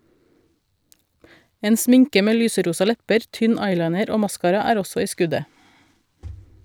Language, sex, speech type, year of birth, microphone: Norwegian, female, read, 1972, Shure